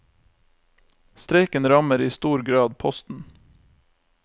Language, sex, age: Norwegian, male, 28